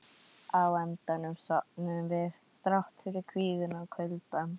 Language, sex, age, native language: Icelandic, female, 12, Icelandic